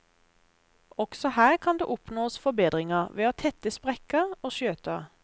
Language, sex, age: Norwegian, female, 32